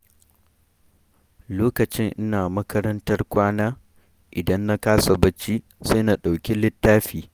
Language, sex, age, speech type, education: Hausa, male, 15-29, read, primary